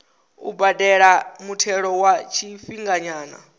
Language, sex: Venda, male